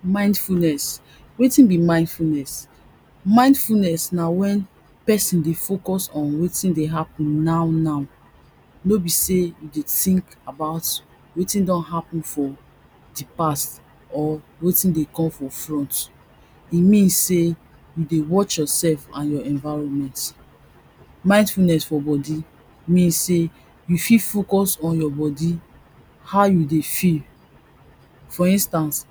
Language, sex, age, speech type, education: Nigerian Pidgin, female, 30-45, spontaneous, tertiary